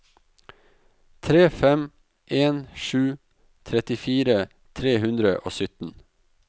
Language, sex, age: Norwegian, male, 44